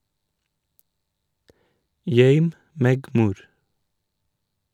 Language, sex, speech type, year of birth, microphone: Norwegian, male, read, 1986, Shure